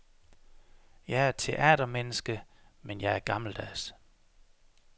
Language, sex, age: Danish, male, 33